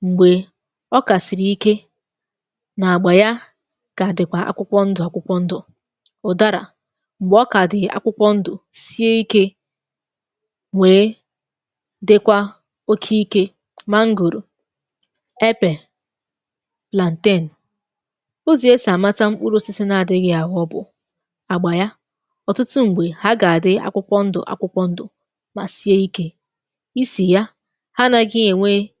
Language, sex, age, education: Igbo, female, 15-29, tertiary